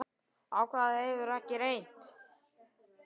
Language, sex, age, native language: Icelandic, male, 10, Icelandic